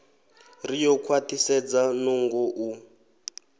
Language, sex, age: Venda, male, 23